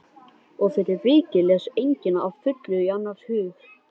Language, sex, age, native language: Icelandic, male, 13, Icelandic